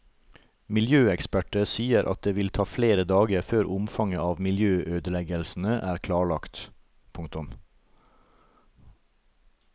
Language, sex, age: Norwegian, male, 38